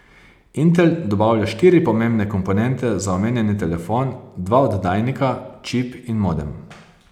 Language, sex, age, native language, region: Slovenian, male, 30-49, Slovenian, Posavska region